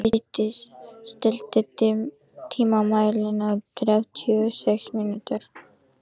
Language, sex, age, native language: Icelandic, female, 14, Icelandic